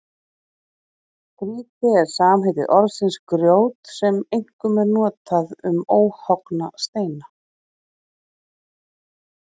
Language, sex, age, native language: Icelandic, female, 40-49, Icelandic